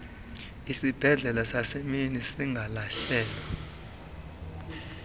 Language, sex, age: Xhosa, male, 26